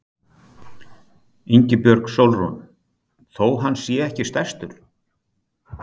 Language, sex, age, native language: Icelandic, male, 60-69, Icelandic